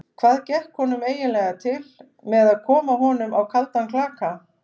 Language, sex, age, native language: Icelandic, female, 50-59, Icelandic